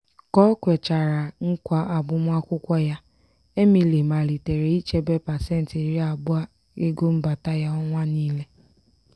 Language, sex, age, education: Igbo, female, 15-29, tertiary